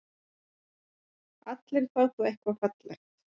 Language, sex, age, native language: Icelandic, female, 50-59, Icelandic